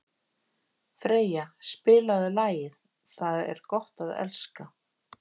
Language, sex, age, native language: Icelandic, female, 50-59, Icelandic